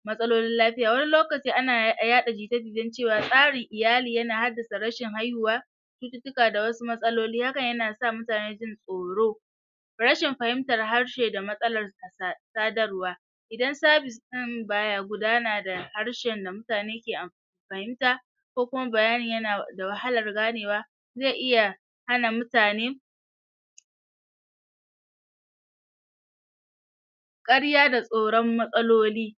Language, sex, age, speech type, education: Hausa, male, 30-45, spontaneous, tertiary